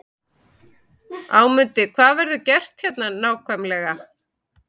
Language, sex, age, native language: Icelandic, male, 11, Icelandic